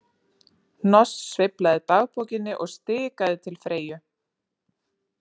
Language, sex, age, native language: Icelandic, female, 30-39, Icelandic